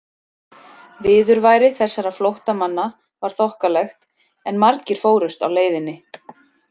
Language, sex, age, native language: Icelandic, female, 30-39, Icelandic